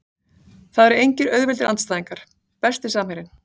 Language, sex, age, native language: Icelandic, female, 40-49, Icelandic